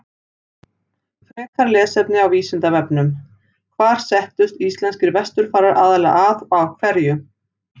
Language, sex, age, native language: Icelandic, female, 40-49, Icelandic